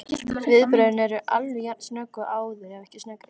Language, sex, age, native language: Icelandic, female, 13, Icelandic